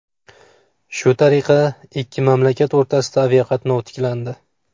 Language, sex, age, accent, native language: Uzbek, male, 25-34, Farg'ona, Uzbek